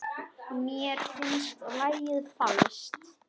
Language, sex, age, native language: Icelandic, male, 10, Icelandic